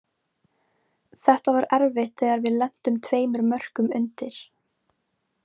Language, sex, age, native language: Icelandic, female, 18-19, Icelandic